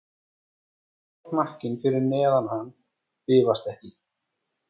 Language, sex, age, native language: Icelandic, female, 14, Icelandic